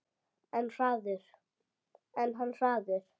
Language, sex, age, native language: Icelandic, female, 8, Icelandic